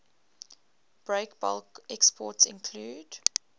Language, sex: English, female